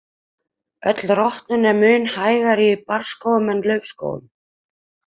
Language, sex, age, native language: Icelandic, female, 30-39, Icelandic